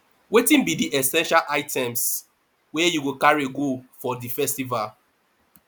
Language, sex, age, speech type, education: Nigerian Pidgin, male, 30-45, spontaneous, tertiary